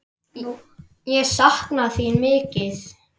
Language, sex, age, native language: Icelandic, male, 10, Icelandic